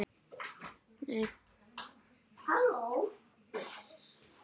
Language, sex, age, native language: Icelandic, female, 9, Icelandic